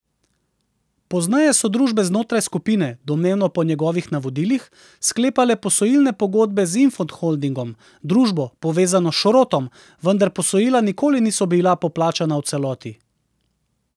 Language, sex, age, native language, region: Slovenian, male, 30-49, Slovenian, Central Slovenia